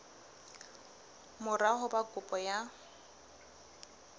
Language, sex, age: Southern Sotho, female, 23